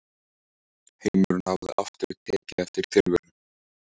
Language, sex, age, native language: Icelandic, male, 14, Icelandic